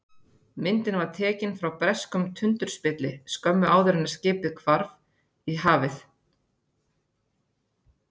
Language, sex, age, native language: Icelandic, female, 30-39, Icelandic